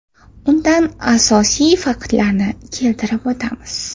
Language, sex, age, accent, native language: Uzbek, female, 25-34, Toshkent shahri, Uzbek